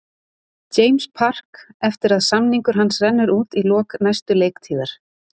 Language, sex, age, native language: Icelandic, female, 30-39, Icelandic